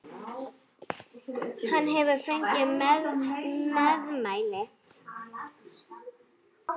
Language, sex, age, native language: Icelandic, female, 40-49, Icelandic